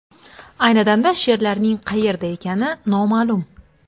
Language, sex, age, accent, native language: Uzbek, female, 25-34, Xorazm, Uzbek